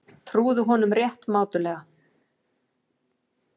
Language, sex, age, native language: Icelandic, female, 40-49, Icelandic